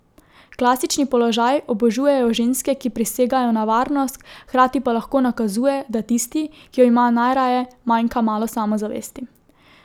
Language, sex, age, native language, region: Slovenian, female, 18-29, Slovenian, Drava region